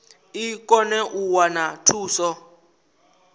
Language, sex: Venda, male